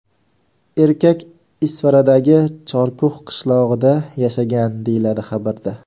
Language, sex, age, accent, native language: Uzbek, male, 18-24, Farg'ona, Uzbek